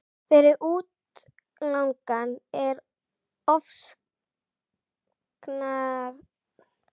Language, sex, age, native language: Icelandic, female, 11, Icelandic